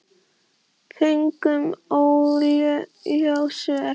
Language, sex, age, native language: Icelandic, female, 10, Icelandic